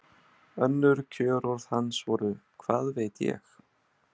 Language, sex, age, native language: Icelandic, male, 30-39, Icelandic